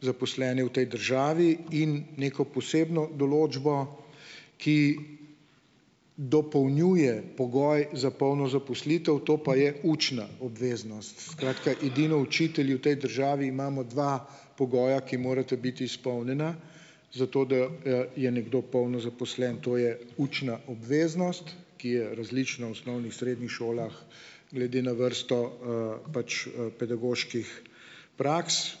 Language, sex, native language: Slovenian, male, Slovenian